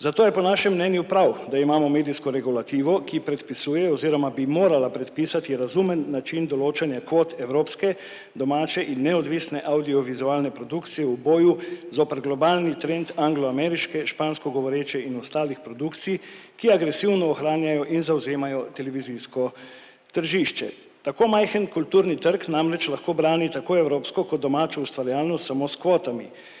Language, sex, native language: Slovenian, male, Slovenian